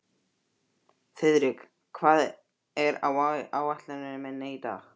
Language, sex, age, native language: Icelandic, male, 12, Icelandic